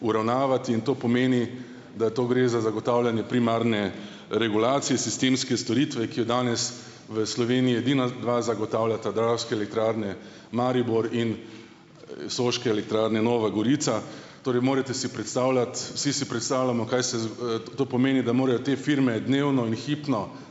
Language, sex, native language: Slovenian, male, Slovenian